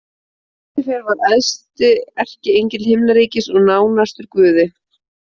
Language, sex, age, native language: Icelandic, female, 30-39, Icelandic